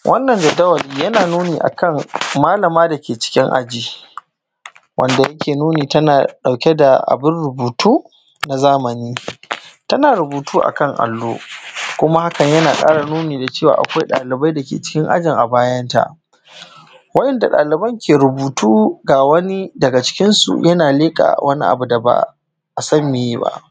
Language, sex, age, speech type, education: Hausa, male, 15-29, spontaneous, primary